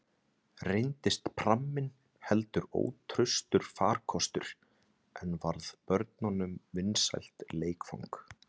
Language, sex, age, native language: Icelandic, male, 30-39, Icelandic